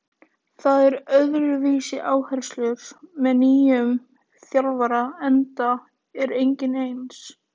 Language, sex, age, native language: Icelandic, female, 18-19, Icelandic